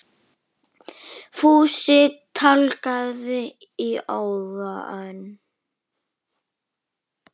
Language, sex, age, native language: Icelandic, female, 9, Icelandic